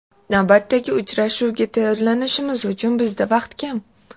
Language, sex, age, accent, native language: Uzbek, female, 18-24, Toshkent shahri, Uzbek